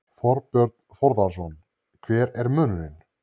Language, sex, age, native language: Icelandic, male, 30-39, Icelandic